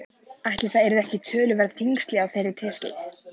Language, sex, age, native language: Icelandic, male, 14, Icelandic